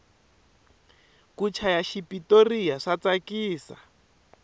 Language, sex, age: Tsonga, male, 23